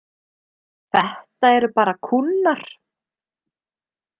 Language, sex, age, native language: Icelandic, female, 30-39, Icelandic